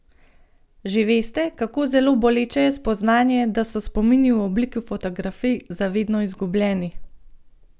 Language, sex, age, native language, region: Slovenian, female, 30-49, Slovenian, Gorenjska region